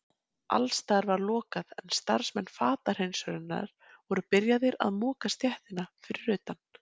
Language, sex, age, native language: Icelandic, female, 20-29, Icelandic